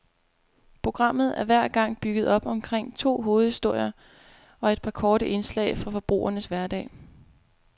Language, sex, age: Danish, female, 25